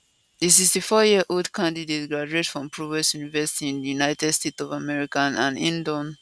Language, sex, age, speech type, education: Nigerian Pidgin, female, 15-29, spontaneous, tertiary